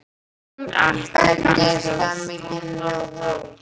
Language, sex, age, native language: Icelandic, male, 12, Icelandic